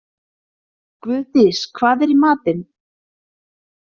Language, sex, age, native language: Icelandic, female, 30-39, Icelandic